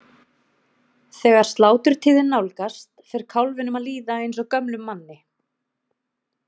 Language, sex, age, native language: Icelandic, female, 30-39, Icelandic